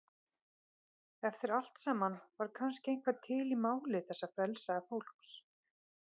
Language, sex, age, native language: Icelandic, female, 30-39, Icelandic